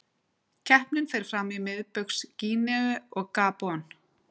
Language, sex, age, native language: Icelandic, female, 40-49, Icelandic